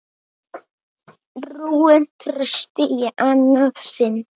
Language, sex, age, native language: Icelandic, male, 7, Icelandic